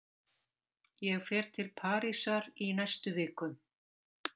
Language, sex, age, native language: Icelandic, female, 60-69, Icelandic